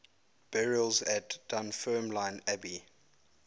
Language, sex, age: English, male, 22